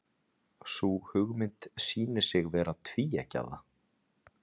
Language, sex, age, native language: Icelandic, male, 30-39, Icelandic